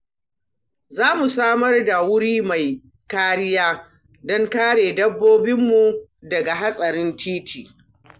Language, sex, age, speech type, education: Hausa, female, 60+, read, primary